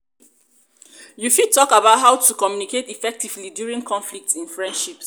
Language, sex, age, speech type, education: Nigerian Pidgin, female, 30-45, spontaneous, tertiary